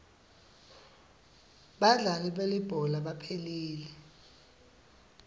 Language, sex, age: Swati, male, 19